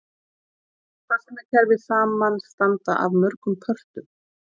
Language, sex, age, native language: Icelandic, female, 40-49, Icelandic